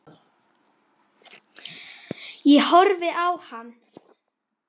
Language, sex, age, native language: Icelandic, female, 9, Icelandic